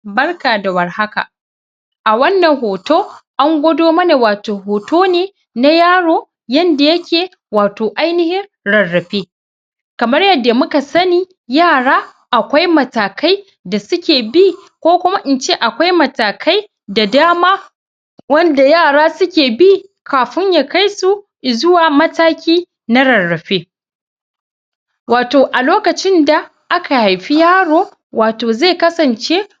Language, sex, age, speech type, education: Hausa, male, 15-29, spontaneous, secondary